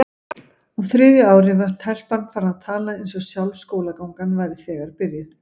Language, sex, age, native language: Icelandic, female, 50-59, Icelandic